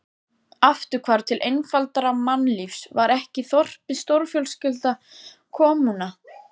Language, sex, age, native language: Icelandic, female, 14, Icelandic